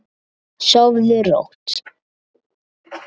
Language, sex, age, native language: Icelandic, male, 7, Icelandic